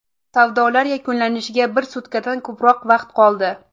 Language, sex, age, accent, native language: Uzbek, female, 18-24, Samarqand, Uzbek